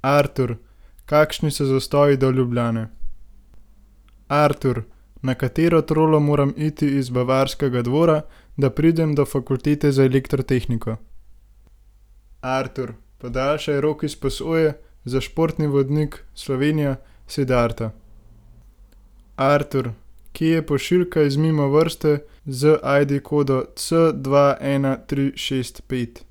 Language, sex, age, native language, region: Slovenian, male, 18-29, Slovenian, Gorenjska region